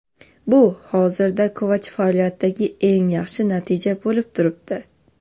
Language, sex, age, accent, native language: Uzbek, female, 12-17, Toshkent shahri, Uzbek